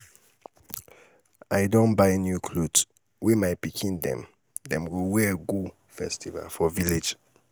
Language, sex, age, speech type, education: Nigerian Pidgin, male, 30-45, spontaneous, tertiary